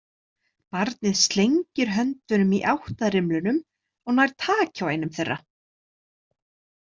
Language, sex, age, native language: Icelandic, female, 30-39, Icelandic